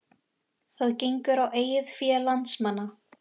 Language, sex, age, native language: Icelandic, female, 18-19, Icelandic